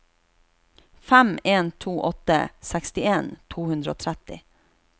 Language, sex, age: Norwegian, female, 36